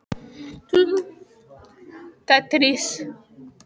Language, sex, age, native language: Icelandic, female, 18-19, Polish